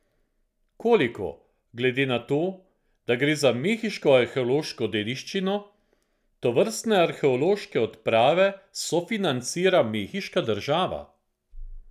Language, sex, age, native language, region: Slovenian, male, 50-59, Slovenian, Central Slovenia